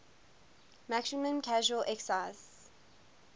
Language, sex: English, female